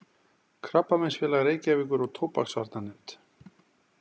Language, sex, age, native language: Icelandic, male, 40-49, Icelandic